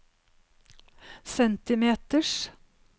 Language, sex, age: Norwegian, female, 52